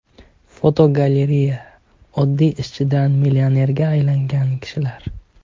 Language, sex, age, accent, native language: Uzbek, male, 18-24, Toshkent shahri, Uzbek